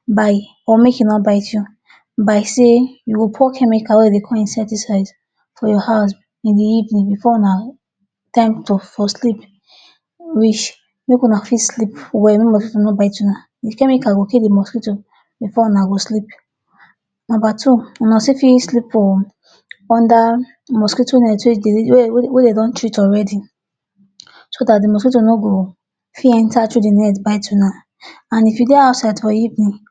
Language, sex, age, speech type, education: Nigerian Pidgin, female, 46-60, spontaneous, tertiary